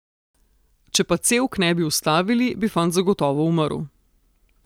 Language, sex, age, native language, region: Slovenian, female, 30-49, Slovenian, Southeast Slovenia